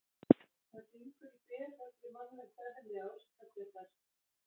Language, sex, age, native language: Icelandic, female, 40-49, Icelandic